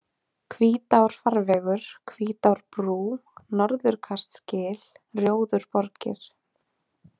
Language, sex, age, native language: Icelandic, female, 20-29, Icelandic